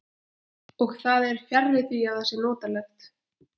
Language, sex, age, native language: Icelandic, female, 11, Icelandic